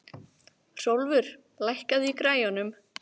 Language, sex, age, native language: Icelandic, female, 13, Icelandic